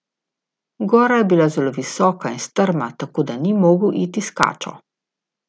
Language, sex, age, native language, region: Slovenian, female, 50-59, Slovenian, Gorica region